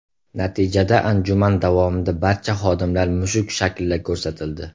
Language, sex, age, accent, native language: Uzbek, male, 18-24, Andijon, Uzbek